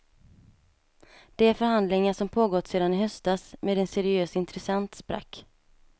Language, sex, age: Swedish, female, 27